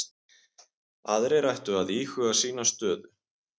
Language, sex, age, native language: Icelandic, male, 20-29, Icelandic